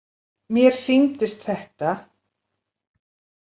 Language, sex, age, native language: Icelandic, female, 70-79, Icelandic